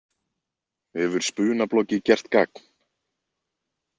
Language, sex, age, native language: Icelandic, male, 20-29, Icelandic